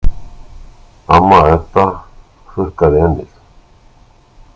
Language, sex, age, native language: Icelandic, male, 60-69, Icelandic